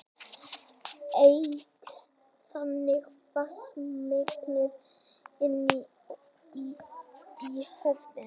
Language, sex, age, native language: Icelandic, female, 30-39, Icelandic